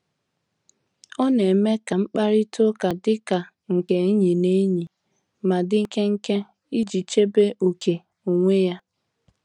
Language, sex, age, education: Igbo, female, 15-29, tertiary